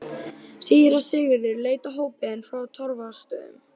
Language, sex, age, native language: Icelandic, female, 12, Icelandic